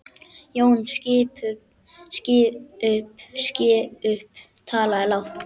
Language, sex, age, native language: Icelandic, male, 10, Icelandic